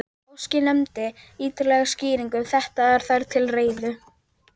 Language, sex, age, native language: Icelandic, female, 12, Icelandic